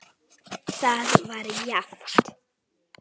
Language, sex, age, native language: Icelandic, female, 9, Icelandic